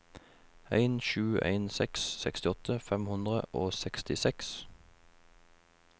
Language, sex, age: Norwegian, male, 21